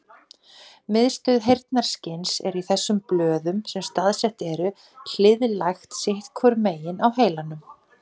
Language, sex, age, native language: Icelandic, female, 40-49, Icelandic